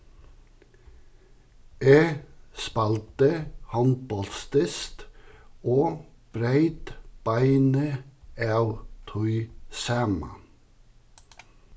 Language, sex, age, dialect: Faroese, male, 61+, Suðuroy